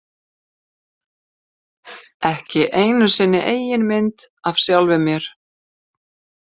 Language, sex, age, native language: Icelandic, female, 50-59, Icelandic